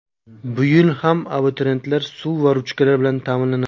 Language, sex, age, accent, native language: Uzbek, male, 19-29, Surxondaryo, Uzbek